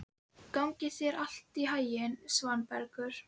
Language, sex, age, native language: Icelandic, female, 11, Icelandic